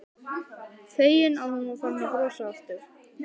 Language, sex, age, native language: Icelandic, male, 12, Icelandic